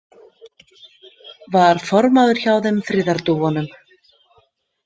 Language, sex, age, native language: Icelandic, female, 50-59, Icelandic